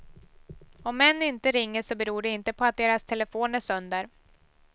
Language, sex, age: Swedish, female, 18